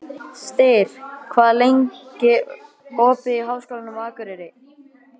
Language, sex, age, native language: Icelandic, male, 11, Icelandic